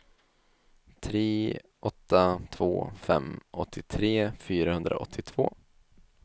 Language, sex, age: Swedish, male, 21